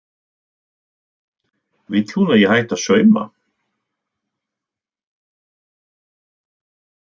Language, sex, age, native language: Icelandic, male, 60-69, Icelandic